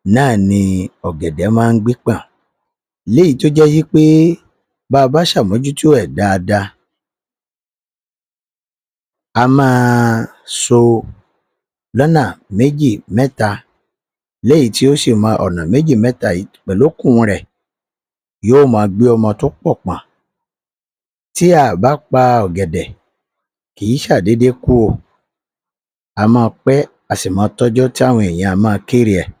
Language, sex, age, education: Yoruba, male, 46-60, tertiary